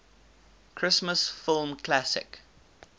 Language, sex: English, male